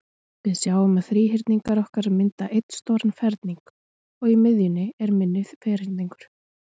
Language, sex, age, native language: Icelandic, female, 20-29, Icelandic